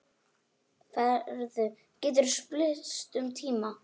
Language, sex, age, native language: Icelandic, female, 9, Icelandic